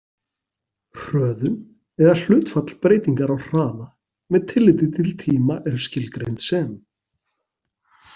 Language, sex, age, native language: Icelandic, male, 40-49, Icelandic